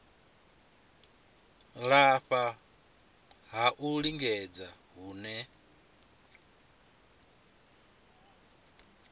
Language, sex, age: Venda, male, 25